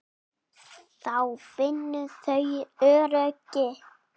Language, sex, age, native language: Icelandic, female, 8, Icelandic